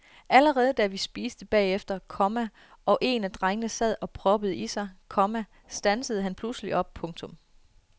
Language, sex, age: Danish, female, 33